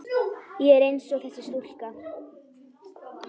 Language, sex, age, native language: Icelandic, female, 10, Icelandic